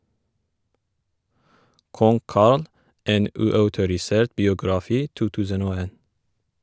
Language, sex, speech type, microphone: Norwegian, female, read, Shure